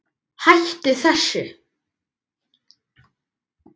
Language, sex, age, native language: Icelandic, male, 10, Icelandic